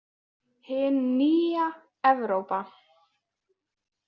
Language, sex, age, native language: Icelandic, female, 20-29, Icelandic